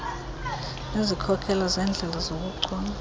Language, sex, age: Xhosa, female, 22